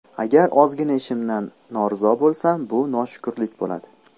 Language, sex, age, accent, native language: Uzbek, male, 18-24, Namangan, Uzbek